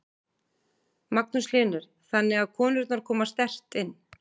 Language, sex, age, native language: Icelandic, female, 40-49, Icelandic